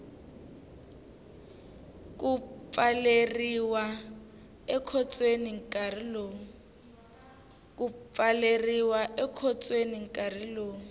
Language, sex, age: Tsonga, female, 19